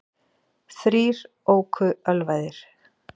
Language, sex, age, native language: Icelandic, female, 40-49, Icelandic